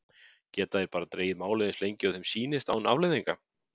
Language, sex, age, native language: Icelandic, male, 50-59, Icelandic